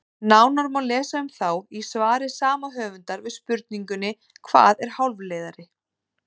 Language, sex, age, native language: Icelandic, female, 30-39, Icelandic